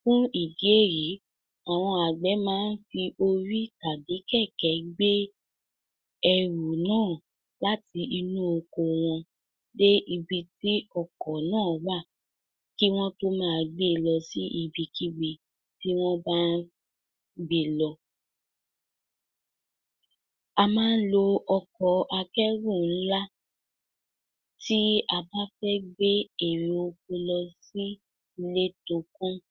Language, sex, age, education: Yoruba, female, 46-60, tertiary